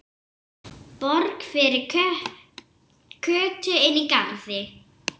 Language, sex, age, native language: Icelandic, female, 7, Icelandic